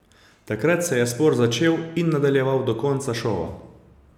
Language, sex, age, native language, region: Slovenian, male, 30-49, Slovenian, Savinja region